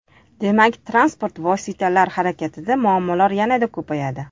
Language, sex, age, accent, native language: Uzbek, female, 25-34, Toshkent shahri, Uzbek